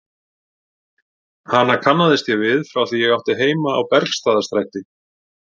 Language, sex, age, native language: Icelandic, male, 40-49, Icelandic